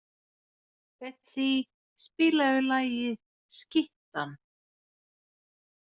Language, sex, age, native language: Icelandic, female, 40-49, Finnish